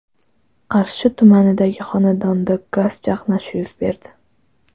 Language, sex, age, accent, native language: Uzbek, female, 12-17, Toshkent viloyati, Uzbek